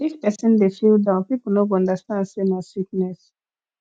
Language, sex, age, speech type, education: Nigerian Pidgin, female, 15-29, spontaneous, tertiary